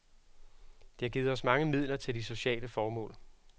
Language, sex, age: Danish, male, 36